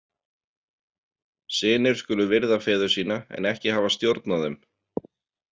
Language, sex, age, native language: Icelandic, male, 40-49, Icelandic